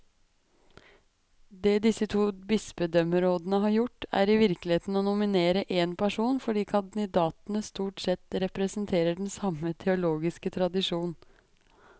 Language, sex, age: Norwegian, female, 23